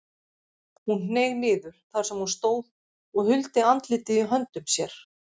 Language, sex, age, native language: Icelandic, female, 50-59, Icelandic